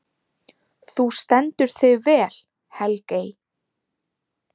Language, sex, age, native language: Icelandic, female, 20-29, Icelandic